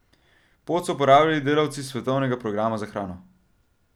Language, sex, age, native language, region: Slovenian, male, 12-17, Slovenian, Central Slovenia